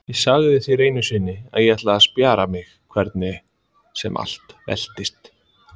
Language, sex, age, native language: Icelandic, male, 30-39, Icelandic